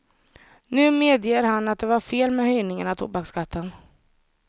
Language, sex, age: Swedish, female, 30